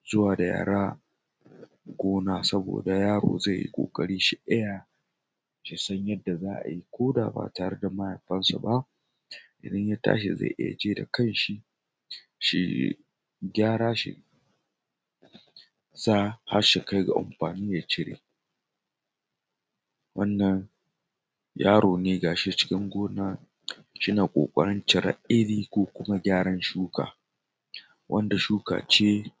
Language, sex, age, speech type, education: Hausa, male, 30-45, spontaneous, tertiary